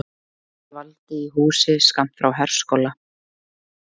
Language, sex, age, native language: Icelandic, female, 20-29, Icelandic